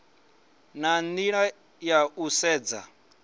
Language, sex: Venda, male